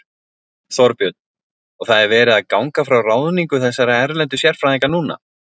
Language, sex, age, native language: Icelandic, male, 40-49, Icelandic